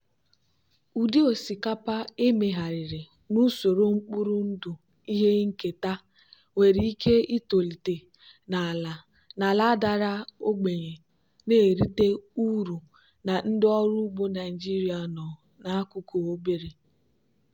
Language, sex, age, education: Igbo, female, 15-29, tertiary